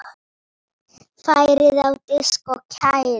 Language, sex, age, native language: Icelandic, female, 9, Polish